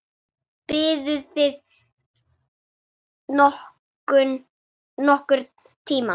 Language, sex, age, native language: Icelandic, female, 8, Icelandic